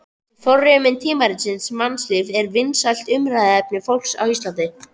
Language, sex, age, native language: Icelandic, female, 13, Icelandic